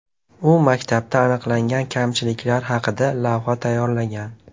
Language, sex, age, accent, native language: Uzbek, male, 18-24, Namangan, Uzbek